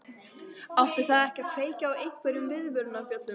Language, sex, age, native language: Icelandic, female, 14, Icelandic